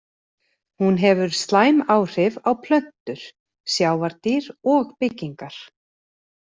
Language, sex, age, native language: Icelandic, female, 40-49, Icelandic